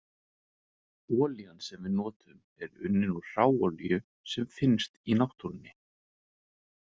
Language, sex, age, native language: Icelandic, male, 20-29, Icelandic